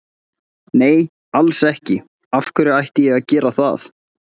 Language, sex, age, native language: Icelandic, male, 20-29, Icelandic